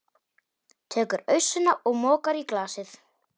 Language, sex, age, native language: Icelandic, male, 18-19, Polish